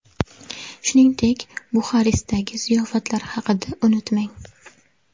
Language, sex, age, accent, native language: Uzbek, female, 18-24, Navoiy, Uzbek